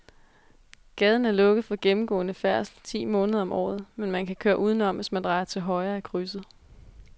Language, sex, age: Danish, female, 22